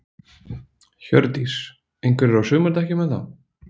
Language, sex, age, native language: Icelandic, male, 20-29, Icelandic